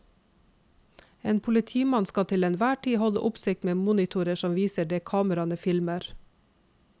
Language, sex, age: Norwegian, female, 46